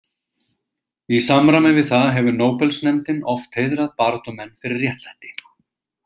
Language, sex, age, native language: Icelandic, male, 40-49, Icelandic